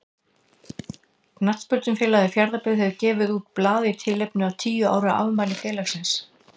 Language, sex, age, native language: Icelandic, female, 60-69, Icelandic